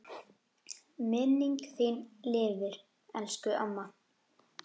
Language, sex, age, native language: Icelandic, female, 10, Icelandic